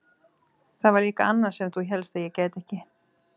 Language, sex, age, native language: Icelandic, female, 30-39, Icelandic